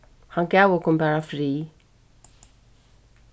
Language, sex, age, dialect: Faroese, female, 36-60, Suðuroy